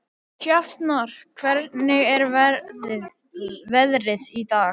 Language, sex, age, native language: Icelandic, male, 11, Icelandic